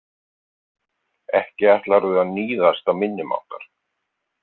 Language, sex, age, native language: Icelandic, male, 50-59, Icelandic